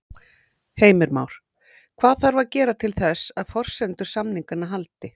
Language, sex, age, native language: Icelandic, female, 40-49, Icelandic